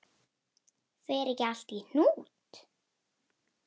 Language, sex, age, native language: Icelandic, female, 9, Icelandic